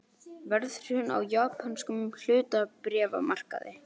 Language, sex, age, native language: Icelandic, male, 18-19, Icelandic